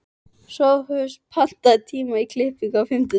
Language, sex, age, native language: Icelandic, female, 13, Icelandic